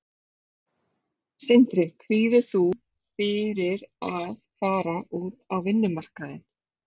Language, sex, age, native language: Icelandic, female, 30-39, Icelandic